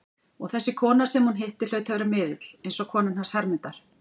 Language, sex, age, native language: Icelandic, female, 40-49, Icelandic